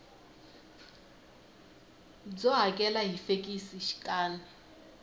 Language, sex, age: Tsonga, female, 19